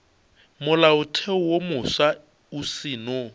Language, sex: Northern Sotho, male